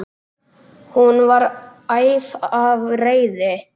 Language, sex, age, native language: Icelandic, male, 10, Icelandic